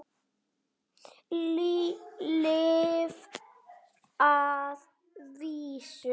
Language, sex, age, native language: Icelandic, female, 7, Icelandic